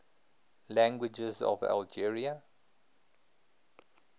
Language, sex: English, male